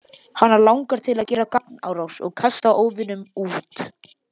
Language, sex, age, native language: Icelandic, male, 12, Icelandic